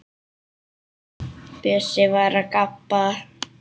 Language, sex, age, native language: Icelandic, male, 8, Icelandic